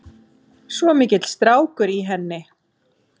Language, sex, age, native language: Icelandic, female, 7, Icelandic